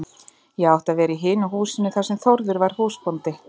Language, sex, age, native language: Icelandic, female, 30-39, Icelandic